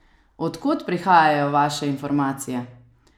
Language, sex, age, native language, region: Slovenian, female, 30-49, Slovenian, Savinja region